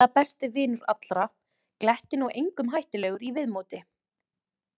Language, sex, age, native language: Icelandic, female, 20-29, Icelandic